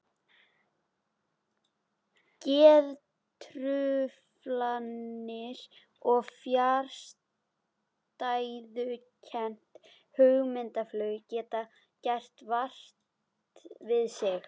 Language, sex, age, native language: Icelandic, female, 11, Icelandic